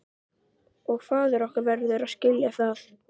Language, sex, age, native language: Icelandic, female, 12, Icelandic